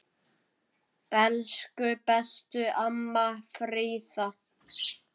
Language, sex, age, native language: Icelandic, male, 9, Icelandic